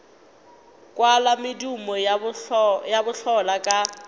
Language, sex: Northern Sotho, female